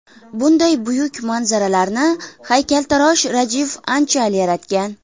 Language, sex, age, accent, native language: Uzbek, female, 19-29, Farg'ona, Uzbek